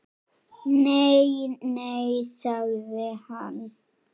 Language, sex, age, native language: Icelandic, female, 6, Icelandic